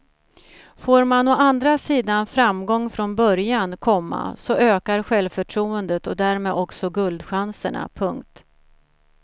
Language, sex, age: Swedish, female, 47